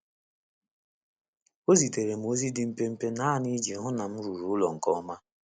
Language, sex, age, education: Igbo, male, 30-45, tertiary